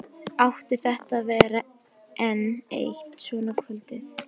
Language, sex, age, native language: Icelandic, female, 11, Icelandic